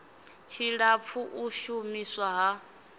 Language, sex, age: Venda, female, 24